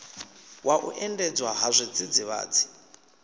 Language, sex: Venda, male